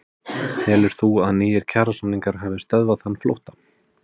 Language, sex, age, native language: Icelandic, male, 30-39, Icelandic